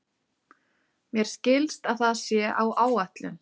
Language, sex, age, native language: Icelandic, female, 30-39, Icelandic